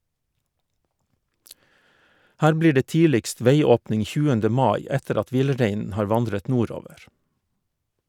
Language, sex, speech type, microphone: Norwegian, male, read, Shure